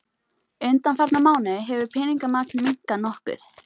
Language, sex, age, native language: Icelandic, female, 18-19, Icelandic